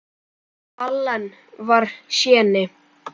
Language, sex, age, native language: Icelandic, male, 10, Icelandic